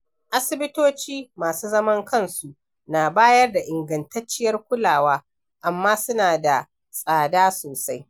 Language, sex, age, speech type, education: Hausa, female, 60+, read, primary